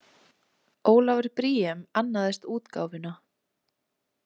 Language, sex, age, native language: Icelandic, female, 20-29, Icelandic